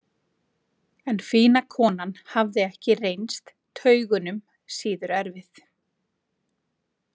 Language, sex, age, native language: Icelandic, female, 40-49, Icelandic